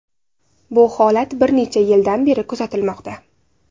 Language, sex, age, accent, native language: Uzbek, female, 18-24, Navoiy, Uzbek